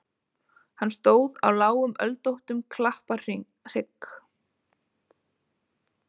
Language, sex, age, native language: Icelandic, female, 20-29, Icelandic